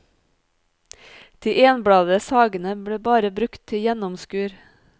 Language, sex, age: Norwegian, female, 30